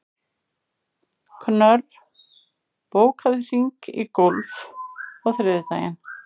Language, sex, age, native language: Icelandic, female, 50-59, Icelandic